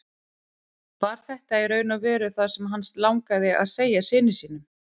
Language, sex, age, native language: Icelandic, female, 30-39, Icelandic